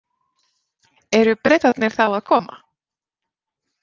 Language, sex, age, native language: Icelandic, female, 30-39, Icelandic